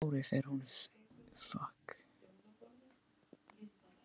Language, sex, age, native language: Icelandic, male, 15, Icelandic